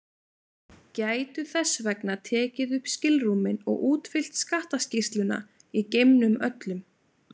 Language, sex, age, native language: Icelandic, female, 20-29, Icelandic